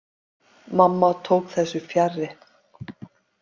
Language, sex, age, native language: Icelandic, female, 50-59, Icelandic